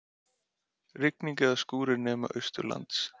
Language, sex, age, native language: Icelandic, male, 30-39, Icelandic